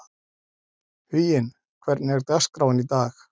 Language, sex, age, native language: Icelandic, male, 40-49, Icelandic